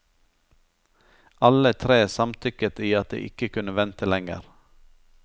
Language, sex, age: Norwegian, male, 43